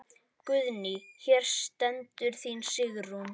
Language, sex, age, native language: Icelandic, male, 10, Icelandic